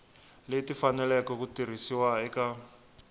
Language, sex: Tsonga, male